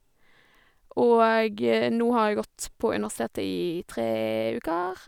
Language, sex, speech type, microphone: Norwegian, female, spontaneous, Sennheiser